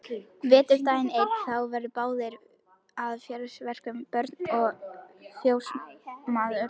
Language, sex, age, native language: Icelandic, female, 11, Icelandic